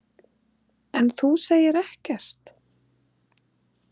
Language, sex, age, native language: Icelandic, female, 30-39, Icelandic